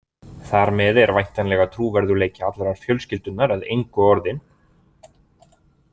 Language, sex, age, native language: Icelandic, male, 20-29, Icelandic